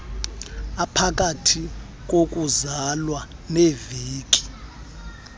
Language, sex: Xhosa, male